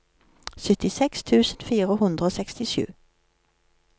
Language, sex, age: Norwegian, female, 53